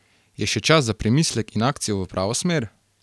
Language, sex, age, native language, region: Slovenian, male, 18-29, Slovenian, Carinthia region